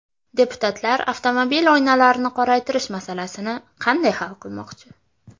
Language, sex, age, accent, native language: Uzbek, female, under 19, Farg'ona, Uzbek